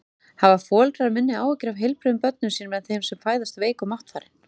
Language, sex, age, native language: Icelandic, female, 30-39, Icelandic